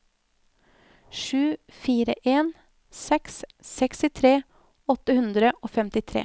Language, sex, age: Norwegian, female, 24